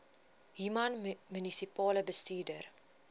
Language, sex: Afrikaans, female